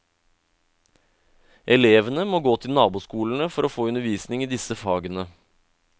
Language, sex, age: Norwegian, male, 31